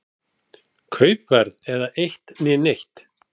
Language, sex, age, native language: Icelandic, male, 40-49, Icelandic